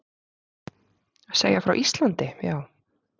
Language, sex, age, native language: Icelandic, female, 30-39, Icelandic